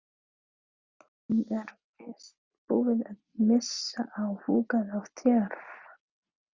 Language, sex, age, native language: Icelandic, female, 30-39, Filipino